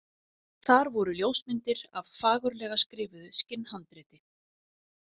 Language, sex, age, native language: Icelandic, female, 40-49, Icelandic